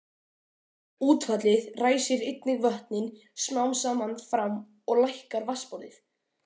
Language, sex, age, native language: Icelandic, male, 12, Icelandic